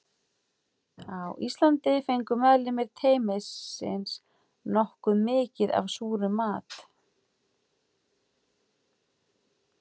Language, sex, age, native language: Icelandic, female, 40-49, Icelandic